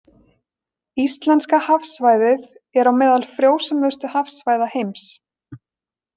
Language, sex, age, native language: Icelandic, female, 20-29, Icelandic